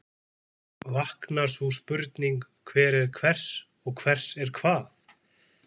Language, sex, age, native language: Icelandic, male, 20-29, Icelandic